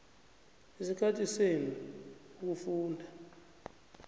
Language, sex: South Ndebele, male